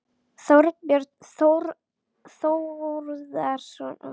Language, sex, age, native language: Icelandic, female, 11, Icelandic